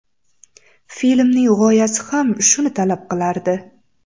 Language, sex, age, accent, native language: Uzbek, female, 18-24, Samarqand, Uzbek